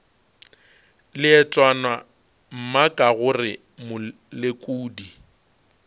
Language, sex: Northern Sotho, male